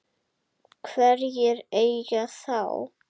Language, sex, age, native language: Icelandic, female, 7, Icelandic